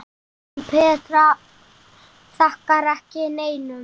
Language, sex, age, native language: Icelandic, male, 7, Icelandic